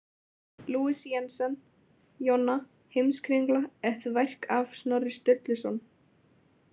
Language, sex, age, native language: Icelandic, female, 20-29, Icelandic